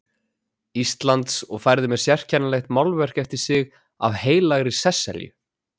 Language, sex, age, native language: Icelandic, male, 20-29, Icelandic